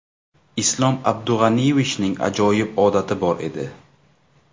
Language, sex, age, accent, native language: Uzbek, male, 18-24, Navoiy, Uzbek